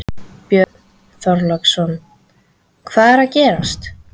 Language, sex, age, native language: Icelandic, female, 13, Icelandic